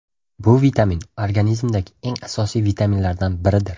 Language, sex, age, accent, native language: Uzbek, male, 12-17, Toshkent shahri, Uzbek